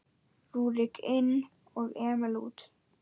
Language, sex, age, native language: Icelandic, male, 9, Icelandic